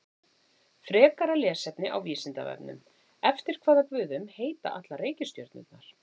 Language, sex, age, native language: Icelandic, female, 40-49, Icelandic